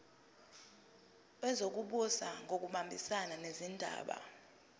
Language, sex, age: Zulu, female, 22